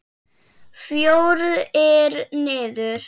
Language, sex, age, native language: Icelandic, female, 7, Icelandic